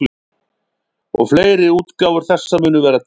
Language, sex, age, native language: Icelandic, male, 50-59, Icelandic